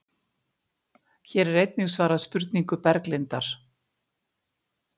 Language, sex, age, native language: Icelandic, female, 50-59, Icelandic